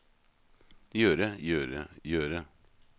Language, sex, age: Norwegian, male, 38